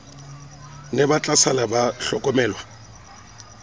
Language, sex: Southern Sotho, male